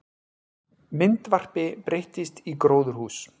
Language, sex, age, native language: Icelandic, male, 40-49, Icelandic